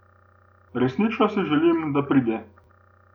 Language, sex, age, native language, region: Slovenian, male, 18-29, Slovenian, Gorenjska region